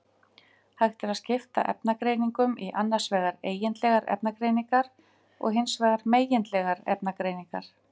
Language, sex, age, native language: Icelandic, female, 50-59, Icelandic